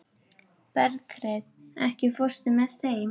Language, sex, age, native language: Icelandic, female, 12, Icelandic